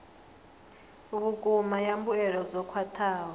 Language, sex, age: Venda, female, 39